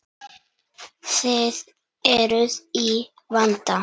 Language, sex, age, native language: Icelandic, male, 9, Icelandic